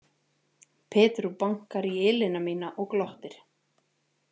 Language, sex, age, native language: Icelandic, female, 40-49, Icelandic